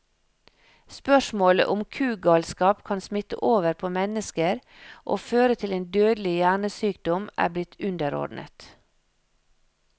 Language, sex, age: Norwegian, female, 56